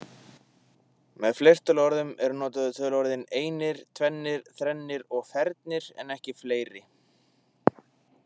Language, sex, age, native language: Icelandic, male, 20-29, Icelandic